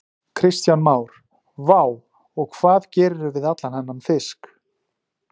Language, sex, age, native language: Icelandic, male, 40-49, Icelandic